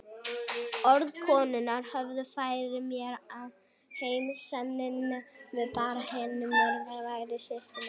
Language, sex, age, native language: Icelandic, female, 18-19, Icelandic